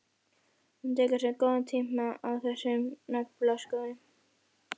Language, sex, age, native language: Icelandic, female, 11, Icelandic